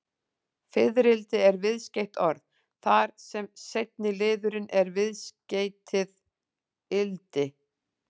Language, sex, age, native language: Icelandic, female, 40-49, Icelandic